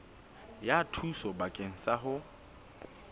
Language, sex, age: Southern Sotho, female, 24